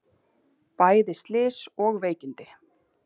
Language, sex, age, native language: Icelandic, female, 30-39, Icelandic